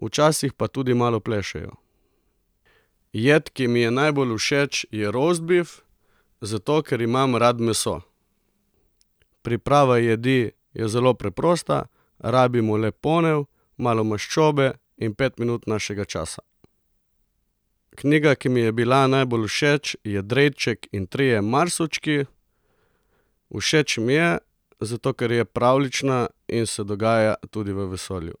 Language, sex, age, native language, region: Slovenian, male, 30-49, Slovenian, Coastal Karst region